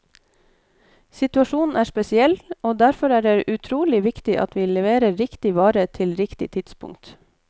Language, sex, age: Norwegian, female, 29